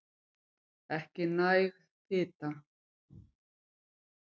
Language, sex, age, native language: Icelandic, female, 50-59, Icelandic